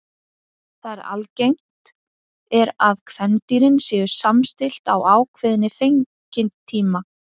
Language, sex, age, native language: Icelandic, female, 50-59, Icelandic